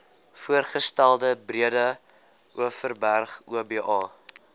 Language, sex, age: Afrikaans, male, 20